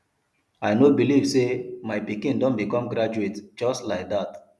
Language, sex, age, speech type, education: Nigerian Pidgin, male, 30-45, spontaneous, tertiary